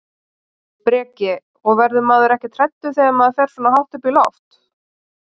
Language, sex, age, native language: Icelandic, female, 30-39, Icelandic